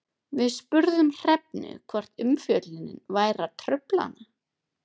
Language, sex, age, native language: Icelandic, female, 30-39, Icelandic